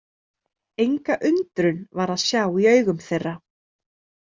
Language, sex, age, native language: Icelandic, female, 30-39, Icelandic